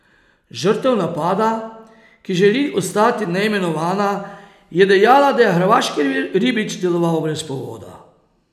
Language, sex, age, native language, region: Slovenian, male, 30-49, Slovenian, Posavska region